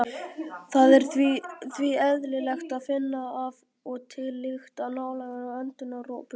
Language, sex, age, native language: Icelandic, female, 50-59, Icelandic